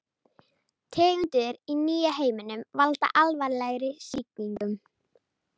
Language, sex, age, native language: Icelandic, female, 30-39, Icelandic